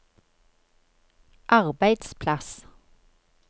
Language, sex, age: Norwegian, female, 53